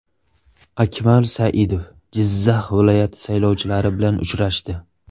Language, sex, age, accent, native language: Uzbek, male, 18-24, Surxondaryo, Uzbek